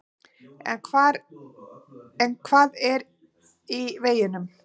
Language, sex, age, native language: Icelandic, female, 40-49, Icelandic